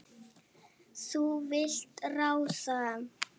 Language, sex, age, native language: Icelandic, female, 9, Icelandic